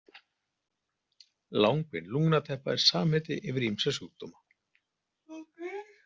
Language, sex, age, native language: Icelandic, male, 40-49, Icelandic